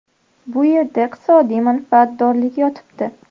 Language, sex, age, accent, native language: Uzbek, female, under 19, Sirdaryo, Uzbek